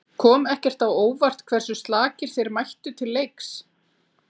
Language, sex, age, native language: Icelandic, female, 40-49, Icelandic